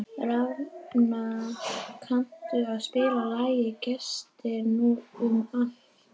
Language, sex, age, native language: Icelandic, female, 11, Icelandic